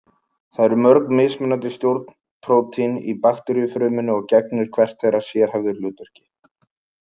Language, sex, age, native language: Icelandic, male, 20-29, Icelandic